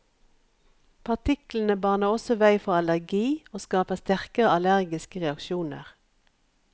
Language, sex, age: Norwegian, female, 51